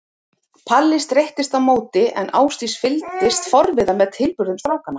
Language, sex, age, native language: Icelandic, female, 30-39, Icelandic